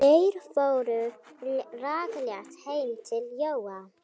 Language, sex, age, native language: Icelandic, female, 12, Icelandic